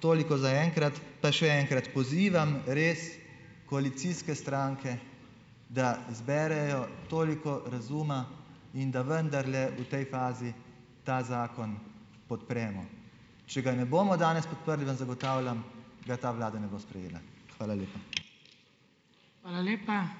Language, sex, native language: Slovenian, male, Slovenian